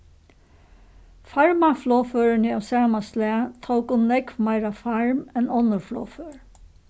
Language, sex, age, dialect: Faroese, female, 61+, Suðurstreymoy